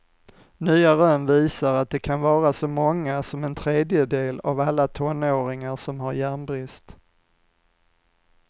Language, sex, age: Swedish, male, 45